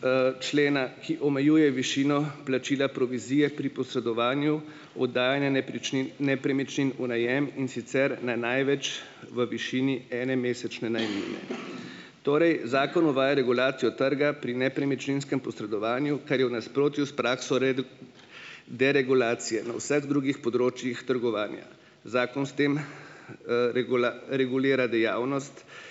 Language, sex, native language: Slovenian, male, Slovenian